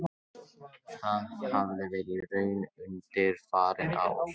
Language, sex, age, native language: Icelandic, male, 18-19, Icelandic